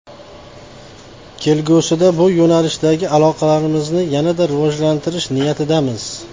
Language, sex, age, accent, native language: Uzbek, male, 35+, Qashqadaryo, Uzbek